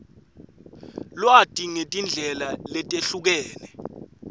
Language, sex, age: Swati, male, 18